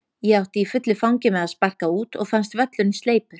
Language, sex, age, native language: Icelandic, female, 30-39, Icelandic